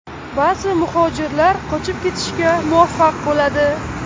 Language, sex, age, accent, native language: Uzbek, female, 25-34, Qashqadaryo, Uzbek